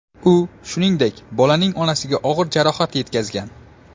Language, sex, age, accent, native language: Uzbek, male, 18-24, Namangan, Uzbek